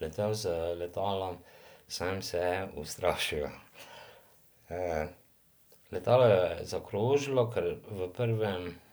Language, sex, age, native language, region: Slovenian, male, 50-59, Slovenian, Drava region